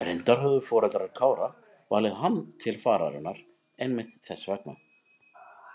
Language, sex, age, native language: Icelandic, male, 50-59, Icelandic